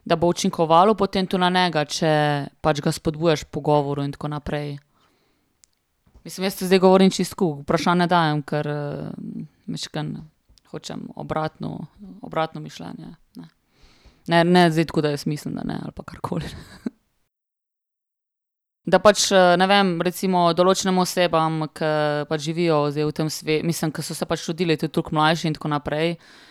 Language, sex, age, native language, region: Slovenian, female, 30-49, Slovenian, Primorsko-notranjska region